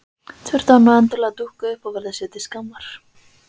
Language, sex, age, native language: Icelandic, female, 20-29, Icelandic